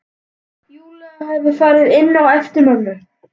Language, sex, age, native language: Icelandic, male, 11, Icelandic